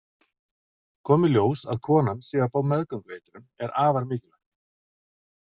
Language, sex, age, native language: Icelandic, male, 40-49, Icelandic